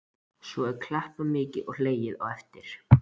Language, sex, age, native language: Icelandic, male, 13, Icelandic